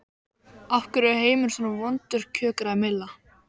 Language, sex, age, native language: Icelandic, male, 13, Icelandic